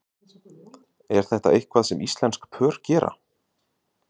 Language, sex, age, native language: Icelandic, male, 30-39, Icelandic